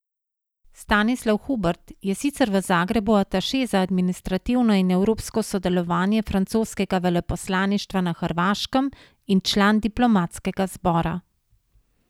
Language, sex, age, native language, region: Slovenian, female, 50-59, Slovenian, Savinja region